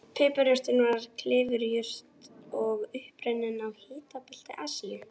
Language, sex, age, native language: Icelandic, female, 18-19, Icelandic